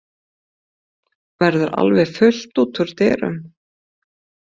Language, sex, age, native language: Icelandic, female, 50-59, Icelandic